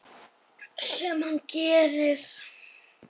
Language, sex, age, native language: Icelandic, male, 7, Icelandic